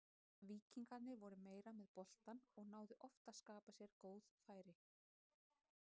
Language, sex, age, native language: Icelandic, female, 30-39, Icelandic